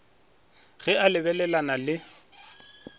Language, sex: Northern Sotho, male